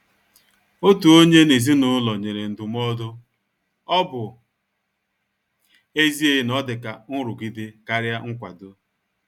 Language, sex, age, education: Igbo, male, 46-60, tertiary